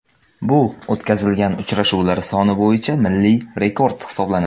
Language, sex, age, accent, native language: Uzbek, male, under 19, Samarqand, Uzbek